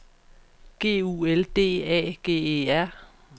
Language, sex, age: Danish, female, 44